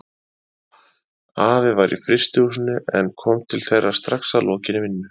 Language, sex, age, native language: Icelandic, male, 30-39, Icelandic